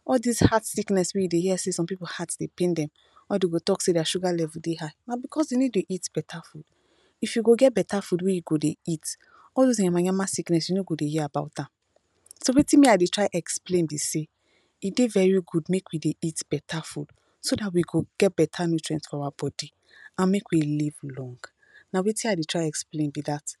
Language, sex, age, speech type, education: Nigerian Pidgin, female, 15-29, spontaneous, tertiary